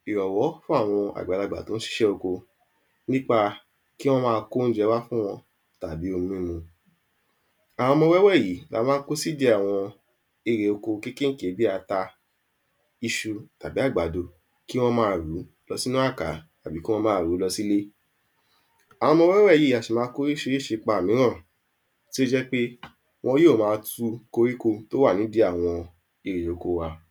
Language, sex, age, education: Yoruba, male, 15-29, tertiary